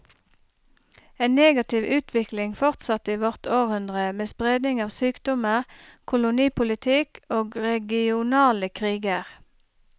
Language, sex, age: Norwegian, female, 30